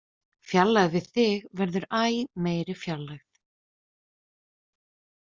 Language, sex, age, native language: Icelandic, female, 20-29, Icelandic